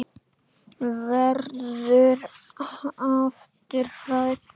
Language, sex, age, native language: Icelandic, male, 8, Icelandic